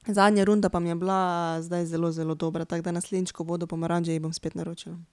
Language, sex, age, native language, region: Slovenian, female, 30-49, Slovenian, Pomurje region